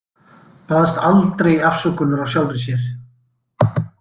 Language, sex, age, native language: Icelandic, male, 60-69, Icelandic